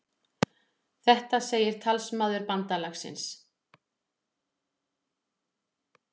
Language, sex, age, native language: Icelandic, female, 40-49, Icelandic